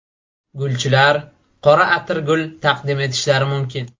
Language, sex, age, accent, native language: Uzbek, male, 18-24, Buxoro, Uzbek